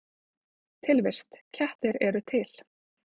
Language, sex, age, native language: Icelandic, female, 20-29, Icelandic